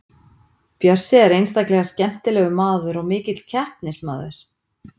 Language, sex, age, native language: Icelandic, female, 50-59, Icelandic